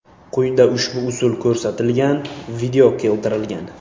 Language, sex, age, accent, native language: Uzbek, male, 18-24, Buxoro, Uzbek